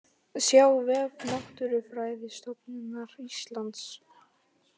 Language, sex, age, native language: Icelandic, female, 18-19, Polish